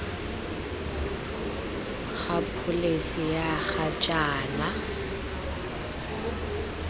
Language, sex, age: Tswana, female, 20